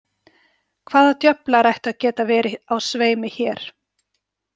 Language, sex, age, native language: Icelandic, female, 40-49, Icelandic